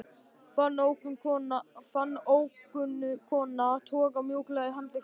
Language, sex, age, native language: Icelandic, male, 13, Icelandic